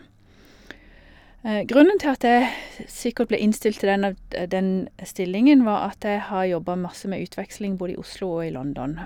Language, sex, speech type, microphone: Norwegian, female, spontaneous, Shure